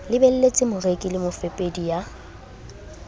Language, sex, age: Southern Sotho, female, 22